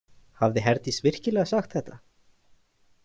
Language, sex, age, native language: Icelandic, male, 20-29, Icelandic